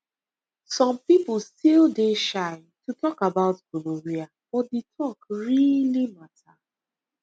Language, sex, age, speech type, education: Nigerian Pidgin, female, 15-29, spontaneous, tertiary